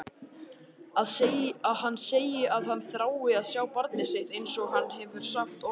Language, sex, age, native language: Icelandic, male, 18-19, Icelandic